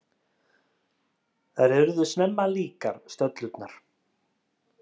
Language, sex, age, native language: Icelandic, male, 30-39, Icelandic